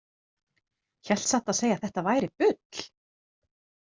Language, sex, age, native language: Icelandic, female, 30-39, Icelandic